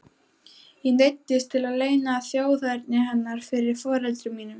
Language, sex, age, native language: Icelandic, female, 12, Icelandic